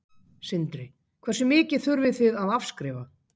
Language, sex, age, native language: Icelandic, female, 50-59, Icelandic